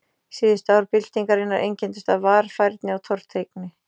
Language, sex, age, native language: Icelandic, female, 40-49, Icelandic